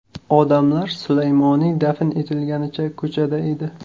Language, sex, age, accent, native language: Uzbek, male, 18-24, Qashqadaryo, Uzbek